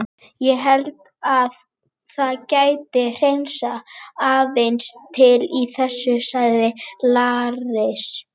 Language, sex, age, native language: Icelandic, female, 20-29, Icelandic